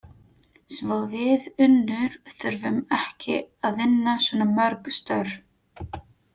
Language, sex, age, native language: Icelandic, female, 30-39, Filipino